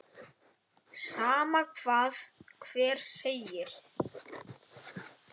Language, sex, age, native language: Icelandic, male, 8, Icelandic